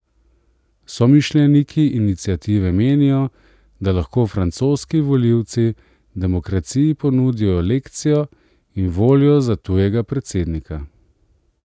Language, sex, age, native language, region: Slovenian, male, 30-49, Slovenian, Central Slovenia